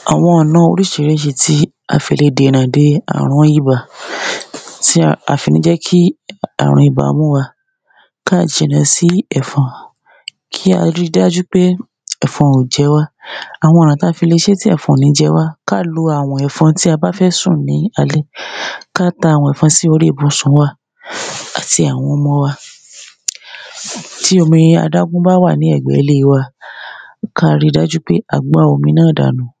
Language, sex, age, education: Yoruba, female, 30-45, secondary